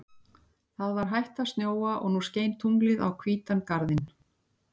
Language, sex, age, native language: Icelandic, female, 60-69, Icelandic